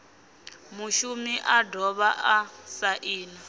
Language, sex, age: Venda, female, 24